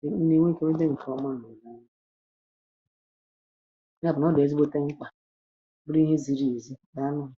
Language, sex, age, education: Igbo, female, 30-45, tertiary